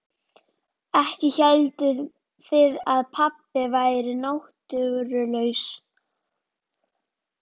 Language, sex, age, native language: Icelandic, female, 11, Icelandic